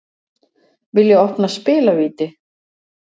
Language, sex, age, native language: Icelandic, female, 60-69, Icelandic